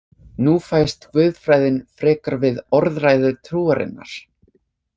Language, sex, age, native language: Icelandic, other, 20-29, English